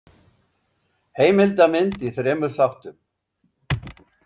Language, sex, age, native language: Icelandic, male, 70-79, Icelandic